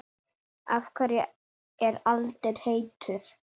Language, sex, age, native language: Icelandic, female, 8, Icelandic